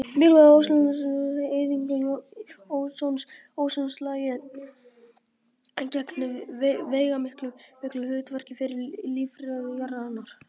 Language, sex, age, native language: Icelandic, female, 50-59, Icelandic